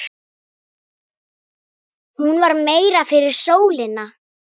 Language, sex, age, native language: Icelandic, female, 8, Icelandic